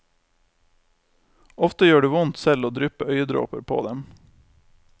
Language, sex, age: Norwegian, male, 28